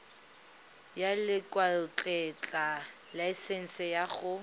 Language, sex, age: Tswana, female, 19